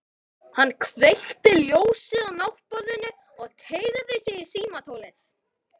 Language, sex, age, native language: Icelandic, female, 11, Icelandic